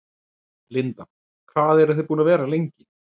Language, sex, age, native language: Icelandic, male, 30-39, Icelandic